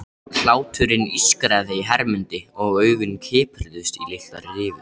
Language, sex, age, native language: Icelandic, male, 13, Icelandic